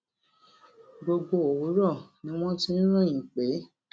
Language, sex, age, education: Yoruba, female, 46-60, tertiary